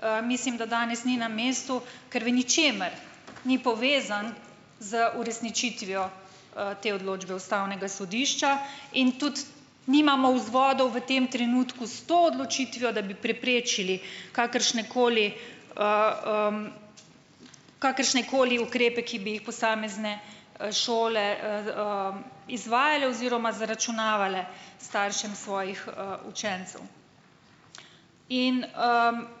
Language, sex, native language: Slovenian, female, Slovenian